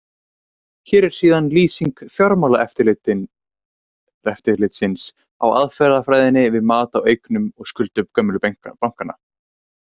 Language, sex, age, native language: Icelandic, male, 18-19, Icelandic